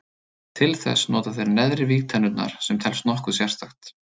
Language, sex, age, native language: Icelandic, male, 30-39, Icelandic